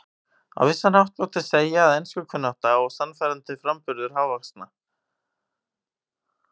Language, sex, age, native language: Icelandic, male, 18-19, Icelandic